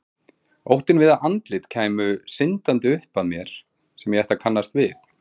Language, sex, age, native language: Icelandic, male, 40-49, Icelandic